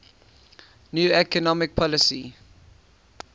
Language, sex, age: English, male, 18